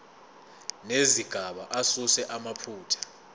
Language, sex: Zulu, male